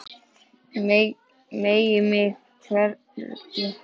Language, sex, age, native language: Icelandic, male, 10, Icelandic